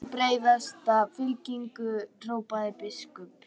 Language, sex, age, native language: Icelandic, female, 12, Icelandic